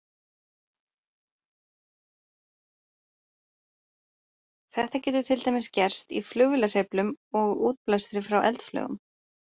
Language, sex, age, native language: Icelandic, female, 30-39, Icelandic